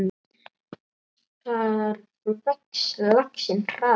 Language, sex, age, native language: Icelandic, male, 8, Icelandic